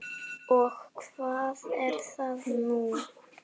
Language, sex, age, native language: Icelandic, female, 7, Icelandic